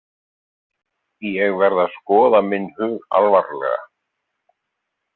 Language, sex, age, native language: Icelandic, male, 50-59, Icelandic